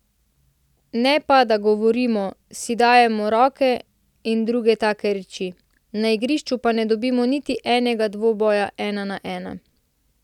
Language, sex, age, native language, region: Slovenian, female, 18-29, Slovenian, Central Slovenia